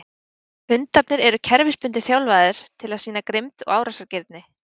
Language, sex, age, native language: Icelandic, female, 20-29, Icelandic